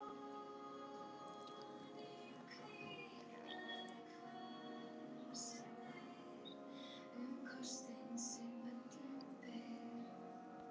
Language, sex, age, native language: Icelandic, female, 70-79, Icelandic